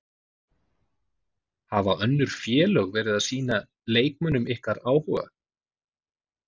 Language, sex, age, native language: Icelandic, male, 40-49, Icelandic